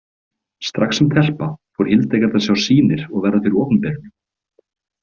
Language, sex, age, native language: Icelandic, male, 20-29, Icelandic